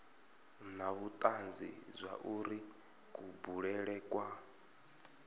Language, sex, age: Venda, male, 33